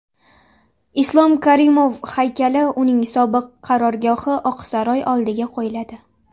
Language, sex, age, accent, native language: Uzbek, female, 19-29, Namangan, Uzbek